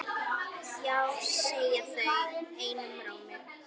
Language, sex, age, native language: Icelandic, female, 10, Icelandic